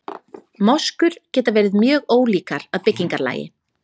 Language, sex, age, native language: Icelandic, female, 30-39, Icelandic